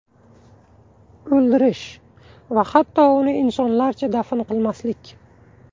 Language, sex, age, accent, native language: Uzbek, male, 18-24, Buxoro, Uzbek